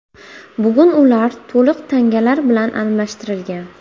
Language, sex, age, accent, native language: Uzbek, female, 18-24, Buxoro, Uzbek